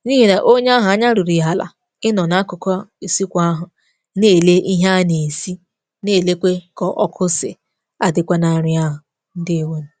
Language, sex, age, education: Igbo, female, 15-29, tertiary